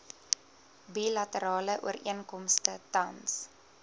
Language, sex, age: Afrikaans, female, 20